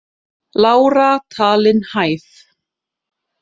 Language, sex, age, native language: Icelandic, female, 30-39, Icelandic